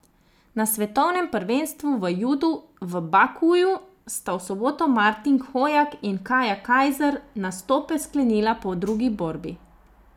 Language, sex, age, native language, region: Slovenian, female, 30-49, Slovenian, Zasavska region